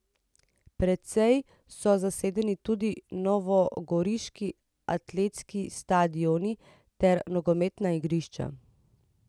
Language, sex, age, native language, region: Slovenian, female, 30-49, Slovenian, Central Slovenia